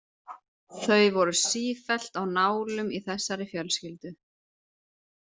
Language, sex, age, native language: Icelandic, female, 30-39, Icelandic